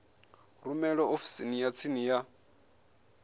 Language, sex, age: Venda, male, 21